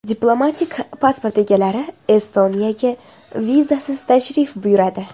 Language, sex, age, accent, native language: Uzbek, female, 12-17, Toshkent shahri, Uzbek